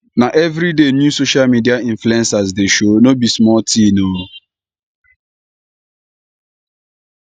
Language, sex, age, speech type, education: Nigerian Pidgin, male, 15-29, spontaneous, tertiary